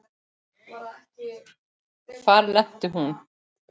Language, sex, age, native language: Icelandic, male, 9, Icelandic